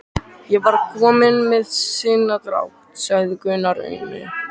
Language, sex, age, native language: Icelandic, male, 13, Icelandic